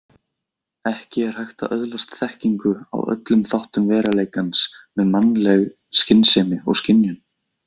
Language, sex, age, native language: Icelandic, male, 20-29, Icelandic